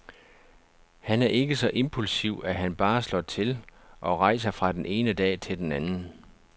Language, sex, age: Danish, male, 49